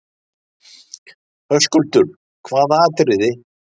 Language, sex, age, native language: Icelandic, male, 60-69, Icelandic